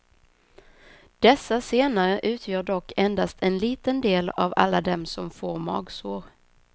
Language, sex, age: Swedish, female, 26